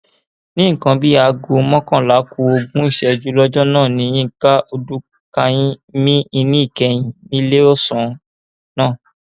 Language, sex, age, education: Yoruba, male, 15-29, tertiary